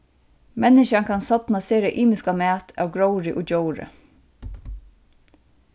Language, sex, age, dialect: Faroese, female, 36-60, Suðurstreymoy